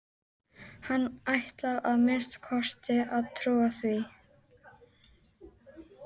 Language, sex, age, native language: Icelandic, female, 12, Icelandic